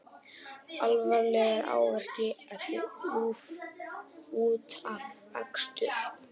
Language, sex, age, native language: Icelandic, male, 18-19, Icelandic